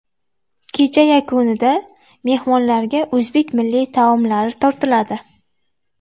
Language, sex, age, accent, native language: Uzbek, female, 18-24, Navoiy, Uzbek